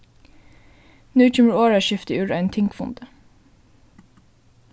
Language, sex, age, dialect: Faroese, female, 15-35, Suðurstreymoy